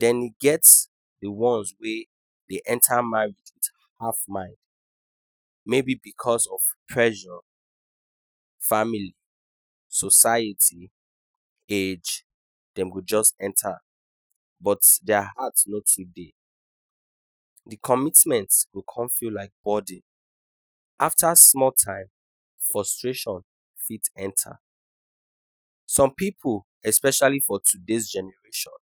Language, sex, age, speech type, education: Nigerian Pidgin, male, 15-29, spontaneous, tertiary